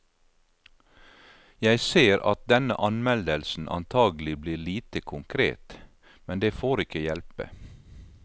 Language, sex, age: Norwegian, male, 52